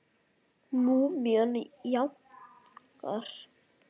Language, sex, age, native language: Icelandic, male, 9, Icelandic